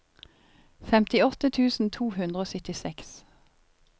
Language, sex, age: Norwegian, female, 50